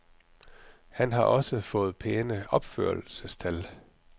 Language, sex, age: Danish, male, 44